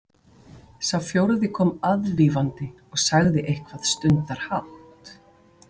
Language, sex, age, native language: Icelandic, female, 40-49, Icelandic